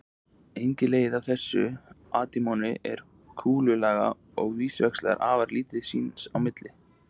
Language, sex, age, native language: Icelandic, male, 20-29, Icelandic